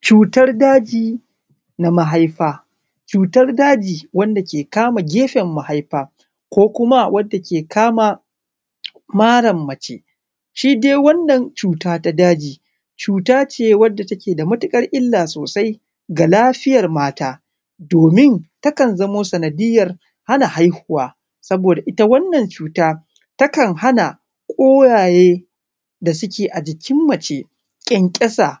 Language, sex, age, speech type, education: Hausa, male, 30-45, spontaneous, primary